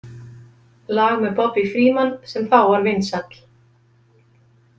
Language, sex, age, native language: Icelandic, female, 50-59, Icelandic